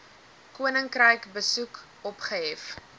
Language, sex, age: Afrikaans, female, 19